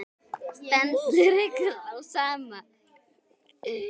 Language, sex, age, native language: Icelandic, female, 9, Icelandic